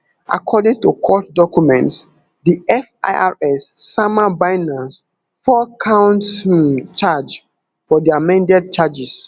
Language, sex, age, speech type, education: Nigerian Pidgin, male, 15-29, spontaneous, tertiary